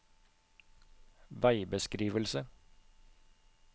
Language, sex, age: Norwegian, male, 36